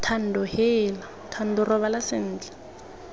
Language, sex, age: Tswana, female, 19